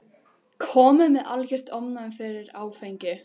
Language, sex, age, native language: Icelandic, other, 12, Icelandic